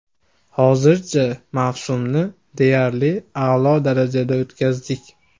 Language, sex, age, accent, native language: Uzbek, male, 18-24, Andijon, Uzbek